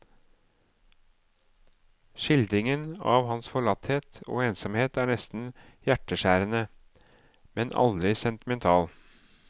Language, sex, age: Norwegian, male, 37